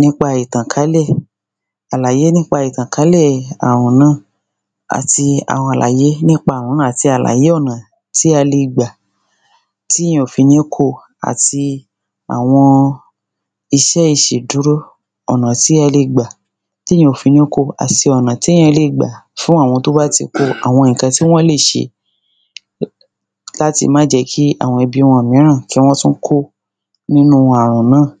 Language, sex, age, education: Yoruba, female, 30-45, secondary